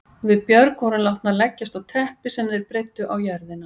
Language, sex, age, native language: Icelandic, female, 50-59, Icelandic